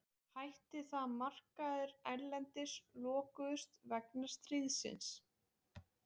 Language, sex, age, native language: Icelandic, female, 20-29, Icelandic